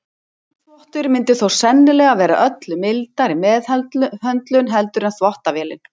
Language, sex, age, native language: Icelandic, female, 60-69, Icelandic